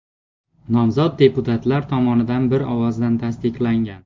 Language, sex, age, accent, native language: Uzbek, male, 18-24, Xorazm, Uzbek